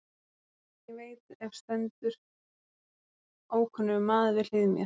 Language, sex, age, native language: Icelandic, female, 30-39, Icelandic